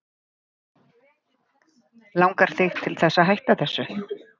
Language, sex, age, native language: Icelandic, female, 50-59, Icelandic